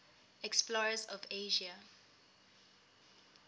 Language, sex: English, female